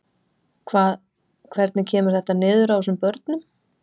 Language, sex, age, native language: Icelandic, female, 30-39, Icelandic